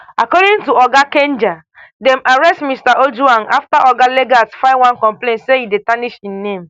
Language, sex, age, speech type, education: Nigerian Pidgin, female, 15-29, spontaneous, tertiary